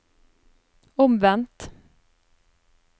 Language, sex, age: Norwegian, female, 30